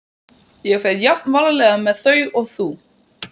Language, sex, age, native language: Icelandic, male, 12, Icelandic